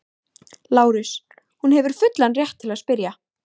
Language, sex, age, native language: Icelandic, female, 14, Icelandic